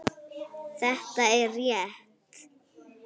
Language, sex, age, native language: Icelandic, female, 8, Icelandic